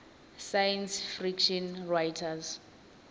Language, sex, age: Venda, female, 20